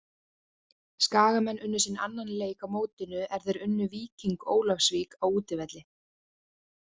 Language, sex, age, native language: Icelandic, female, 30-39, Icelandic